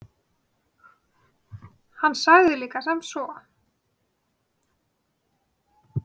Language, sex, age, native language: Icelandic, female, 30-39, Icelandic